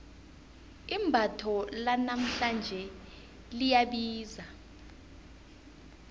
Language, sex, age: South Ndebele, female, 21